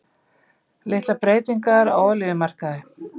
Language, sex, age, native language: Icelandic, female, 50-59, Icelandic